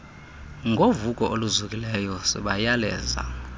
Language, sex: Xhosa, male